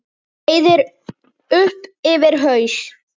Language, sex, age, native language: Icelandic, male, 8, Icelandic